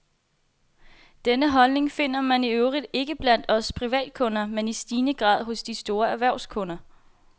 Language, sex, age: Danish, female, 21